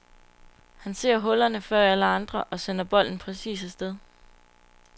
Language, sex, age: Danish, female, 22